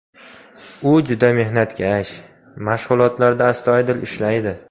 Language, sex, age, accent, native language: Uzbek, male, 18-24, Farg'ona, Uzbek